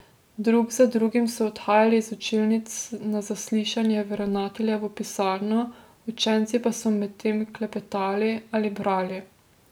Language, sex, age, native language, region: Slovenian, female, 18-29, Slovenian, Drava region